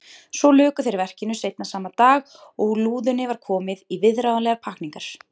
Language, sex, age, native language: Icelandic, female, 30-39, Icelandic